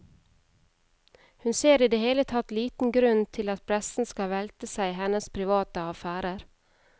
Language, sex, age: Norwegian, female, 31